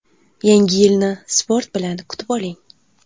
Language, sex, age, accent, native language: Uzbek, female, 18-24, Buxoro, Uzbek